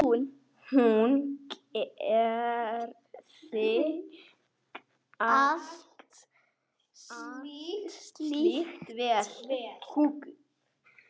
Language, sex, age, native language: Icelandic, male, 8, Icelandic